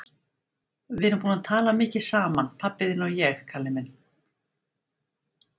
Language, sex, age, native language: Icelandic, female, 60-69, Icelandic